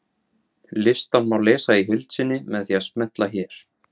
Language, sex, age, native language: Icelandic, male, 17, Icelandic